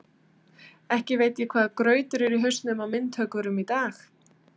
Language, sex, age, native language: Icelandic, female, 30-39, Icelandic